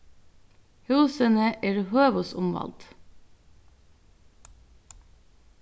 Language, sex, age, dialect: Faroese, female, 36-60, Norðurstreymoy/Eysturoy